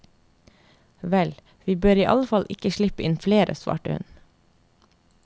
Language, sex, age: Norwegian, female, 30